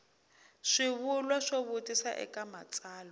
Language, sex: Tsonga, female